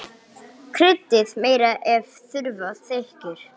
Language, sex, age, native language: Icelandic, male, 9, English